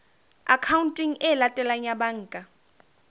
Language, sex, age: Southern Sotho, female, 21